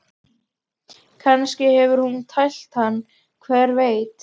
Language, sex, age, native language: Icelandic, female, 12, Icelandic